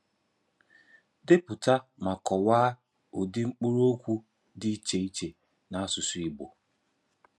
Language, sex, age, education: Igbo, male, 15-29, tertiary